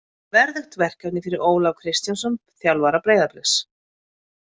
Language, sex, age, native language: Icelandic, female, 50-59, Icelandic